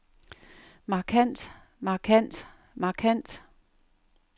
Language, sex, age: Danish, female, 58